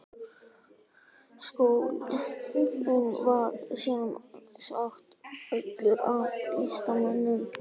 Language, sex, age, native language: Icelandic, male, 12, Icelandic